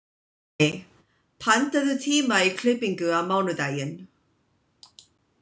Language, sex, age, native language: Icelandic, female, 20-29, English